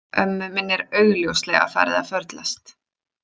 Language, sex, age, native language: Icelandic, female, 40-49, Icelandic